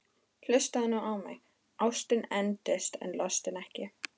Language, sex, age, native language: Icelandic, female, 13, Icelandic